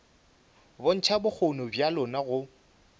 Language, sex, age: Northern Sotho, male, 24